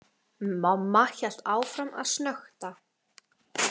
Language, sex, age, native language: Icelandic, female, 18-19, Icelandic